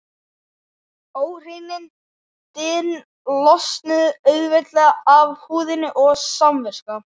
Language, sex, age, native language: Icelandic, male, 11, Icelandic